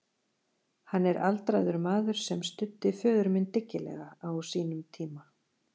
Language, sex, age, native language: Icelandic, female, 40-49, Icelandic